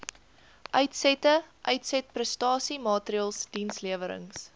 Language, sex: Afrikaans, female